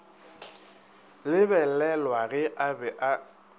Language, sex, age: Northern Sotho, male, 22